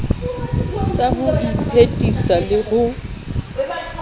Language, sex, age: Southern Sotho, female, 30